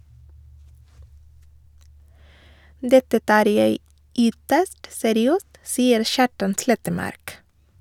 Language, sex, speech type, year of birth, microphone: Norwegian, female, read, 1983, Shure